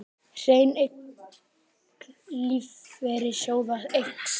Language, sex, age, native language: Icelandic, male, 18-19, Icelandic